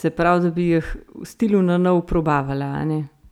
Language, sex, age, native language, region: Slovenian, female, 30-49, Slovenian, Central Slovenia